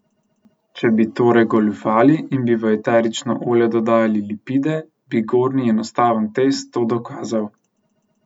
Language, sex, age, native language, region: Slovenian, male, 18-29, Slovenian, Central Slovenia